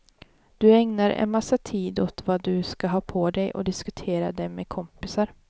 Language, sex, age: Swedish, female, 18